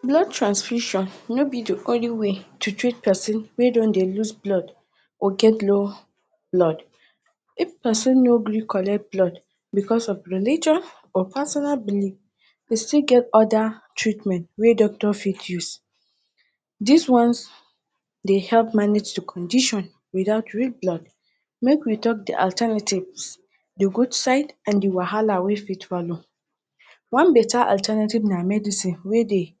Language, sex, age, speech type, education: Nigerian Pidgin, female, 30-45, spontaneous, tertiary